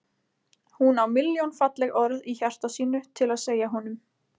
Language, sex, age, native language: Icelandic, female, 20-29, Icelandic